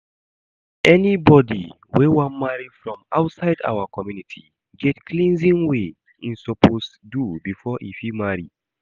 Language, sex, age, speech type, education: Nigerian Pidgin, male, 15-29, read, secondary